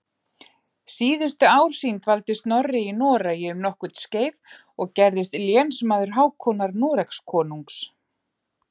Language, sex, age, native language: Icelandic, female, 40-49, Icelandic